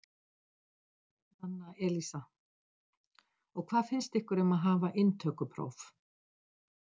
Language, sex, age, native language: Icelandic, female, 60-69, Icelandic